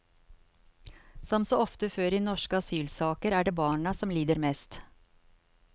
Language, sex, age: Norwegian, female, 54